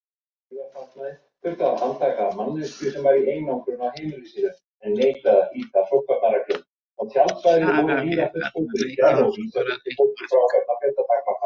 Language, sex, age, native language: Icelandic, female, 80-89, Icelandic